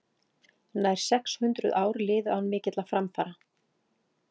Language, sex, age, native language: Icelandic, female, 40-49, Icelandic